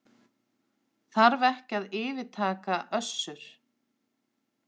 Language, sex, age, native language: Icelandic, female, 30-39, Icelandic